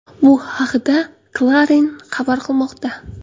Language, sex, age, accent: Uzbek, female, 18-24, Qoraqalpog'iston